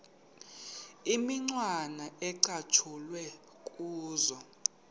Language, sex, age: Xhosa, male, 31